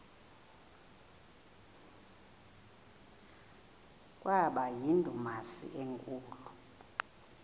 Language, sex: Xhosa, female